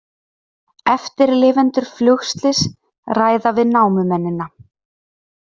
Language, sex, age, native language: Icelandic, female, 30-39, Icelandic